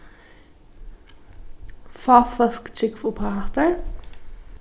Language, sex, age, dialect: Faroese, female, 15-35, Norðuroyggjar